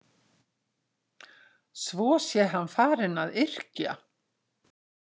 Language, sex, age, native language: Icelandic, female, 60-69, Icelandic